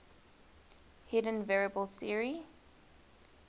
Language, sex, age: English, female, 20